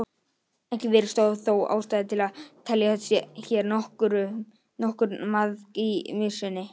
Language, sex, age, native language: Icelandic, male, 18-19, Icelandic